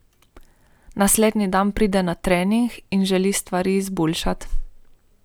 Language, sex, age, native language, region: Slovenian, female, 18-29, Slovenian, Primorsko-notranjska region